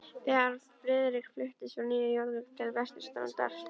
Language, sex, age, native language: Icelandic, female, 13, Icelandic